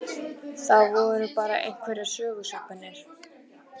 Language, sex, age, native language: Icelandic, male, 18-19, Icelandic